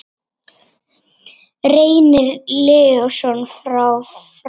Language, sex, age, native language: Icelandic, female, 18-19, Icelandic